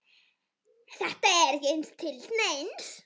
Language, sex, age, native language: Icelandic, female, 10, Icelandic